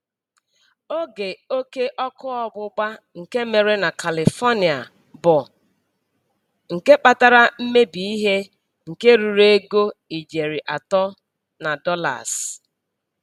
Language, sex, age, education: Igbo, female, 46-60, tertiary